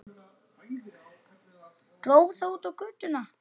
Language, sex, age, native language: Icelandic, male, 8, Icelandic